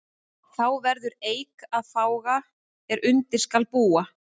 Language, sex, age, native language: Icelandic, female, 30-39, Icelandic